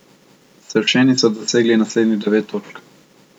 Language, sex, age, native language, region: Slovenian, male, 18-29, Slovenian, Central Slovenia